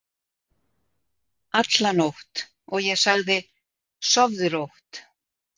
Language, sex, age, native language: Icelandic, female, 60-69, Icelandic